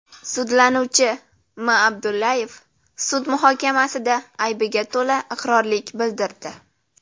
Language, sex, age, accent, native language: Uzbek, female, under 19, Jizzax, Uzbek